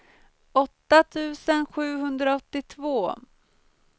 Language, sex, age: Swedish, female, 23